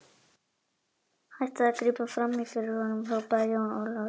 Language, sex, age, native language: Icelandic, male, 18-19, Icelandic